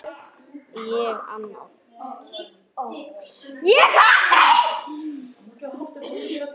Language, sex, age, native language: Icelandic, female, 9, Icelandic